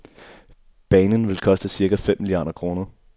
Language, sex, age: Danish, male, 24